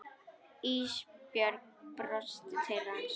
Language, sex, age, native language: Icelandic, female, 10, Icelandic